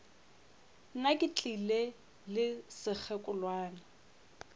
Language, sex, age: Northern Sotho, female, 25